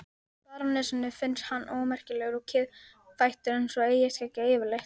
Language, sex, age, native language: Icelandic, female, 12, Icelandic